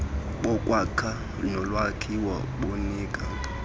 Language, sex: Xhosa, male